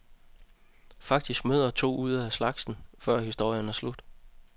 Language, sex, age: Danish, male, 30